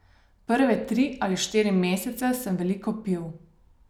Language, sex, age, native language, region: Slovenian, female, 30-49, Slovenian, Savinja region